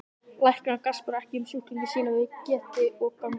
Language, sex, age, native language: Icelandic, male, 11, Icelandic